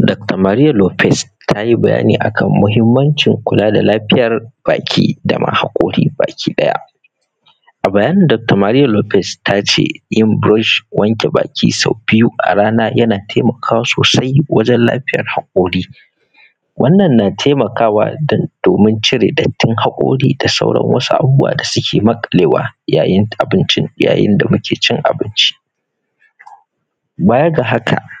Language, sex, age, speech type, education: Hausa, male, 15-29, spontaneous, primary